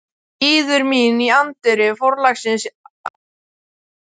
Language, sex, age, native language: Icelandic, male, 12, Icelandic